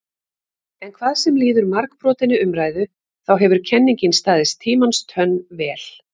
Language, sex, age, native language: Icelandic, female, 50-59, Icelandic